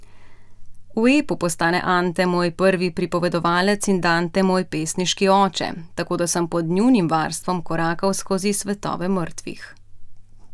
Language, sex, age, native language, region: Slovenian, female, 30-49, Slovenian, Central Slovenia